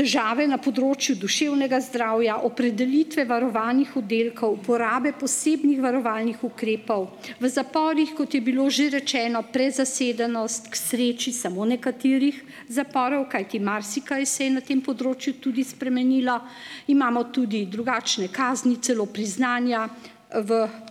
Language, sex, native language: Slovenian, female, Slovenian